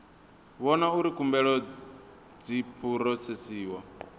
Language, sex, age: Venda, male, 22